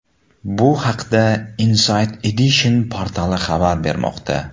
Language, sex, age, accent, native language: Uzbek, male, 18-24, Samarqand, Uzbek